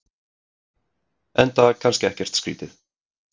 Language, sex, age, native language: Icelandic, male, 30-39, Icelandic